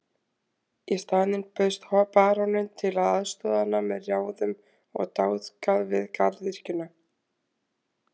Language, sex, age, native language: Icelandic, female, 20-29, Icelandic